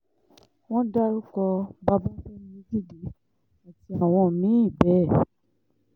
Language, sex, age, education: Yoruba, female, 15-29, tertiary